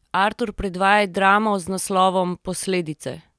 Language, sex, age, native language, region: Slovenian, female, 30-49, Slovenian, Central Slovenia